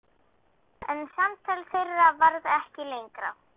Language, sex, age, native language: Icelandic, female, 12, Icelandic